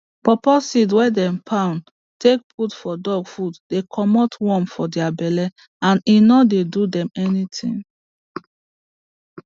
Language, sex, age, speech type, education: Nigerian Pidgin, female, 30-45, spontaneous, tertiary